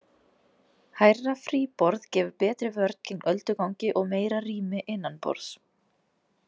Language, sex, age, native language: Icelandic, female, 20-29, Icelandic